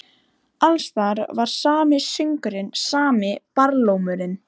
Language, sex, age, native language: Icelandic, female, 13, Icelandic